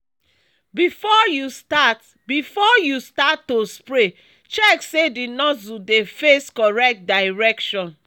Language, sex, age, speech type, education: Nigerian Pidgin, female, 30-45, spontaneous, tertiary